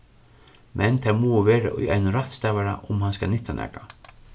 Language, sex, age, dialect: Faroese, male, 36-60, Suðurstreymoy